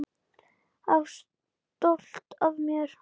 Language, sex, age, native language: Icelandic, female, 10, Icelandic